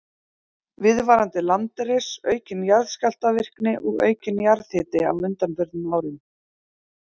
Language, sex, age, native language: Icelandic, female, 30-39, Icelandic